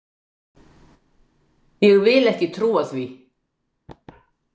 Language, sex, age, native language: Icelandic, female, 60-69, Icelandic